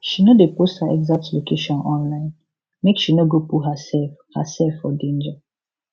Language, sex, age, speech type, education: Nigerian Pidgin, female, 15-29, spontaneous, secondary